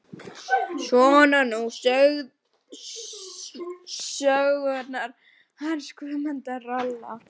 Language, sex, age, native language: Icelandic, female, 12, Icelandic